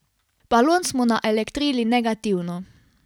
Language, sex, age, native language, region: Slovenian, female, 18-29, Slovenian, Carinthia region